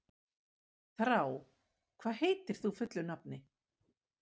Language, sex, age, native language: Icelandic, female, 50-59, Icelandic